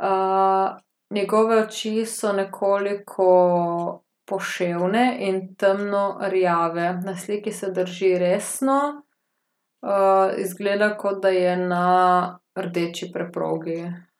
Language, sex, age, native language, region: Slovenian, female, 18-29, Slovenian, Gorica region